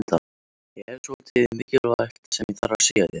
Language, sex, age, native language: Icelandic, male, 13, Icelandic